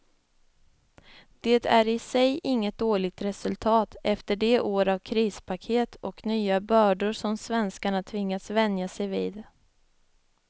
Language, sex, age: Swedish, female, 25